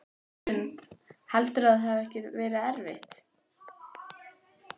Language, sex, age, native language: Icelandic, female, 12, Icelandic